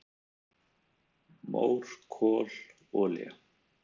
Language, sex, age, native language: Icelandic, male, 30-39, Icelandic